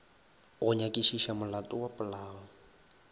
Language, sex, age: Northern Sotho, male, 23